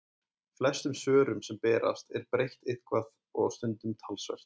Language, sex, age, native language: Icelandic, male, 20-29, Icelandic